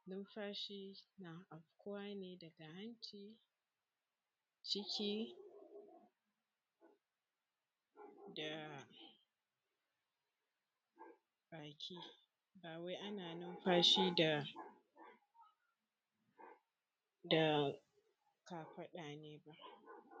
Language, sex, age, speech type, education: Hausa, female, 15-29, spontaneous, secondary